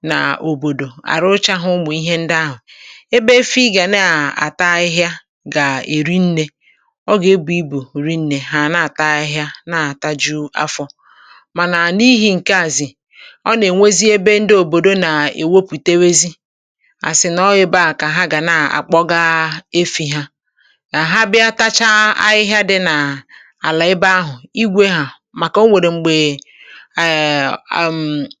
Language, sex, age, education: Igbo, female, 60+, tertiary